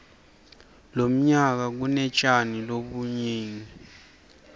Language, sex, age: Swati, male, 24